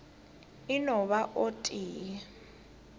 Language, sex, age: Northern Sotho, female, 18